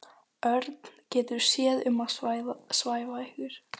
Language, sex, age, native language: Icelandic, female, 14, Icelandic